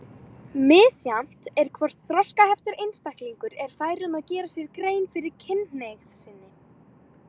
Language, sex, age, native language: Icelandic, female, 18-19, Icelandic